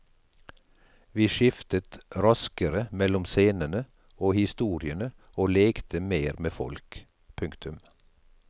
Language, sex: Norwegian, male